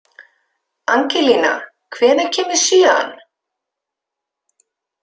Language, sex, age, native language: Icelandic, female, 50-59, Icelandic